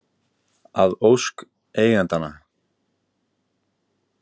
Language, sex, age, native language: Icelandic, male, 18-19, Icelandic